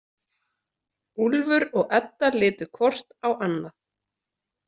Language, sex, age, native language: Icelandic, female, 30-39, Icelandic